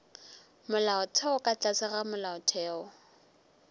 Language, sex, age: Northern Sotho, female, 23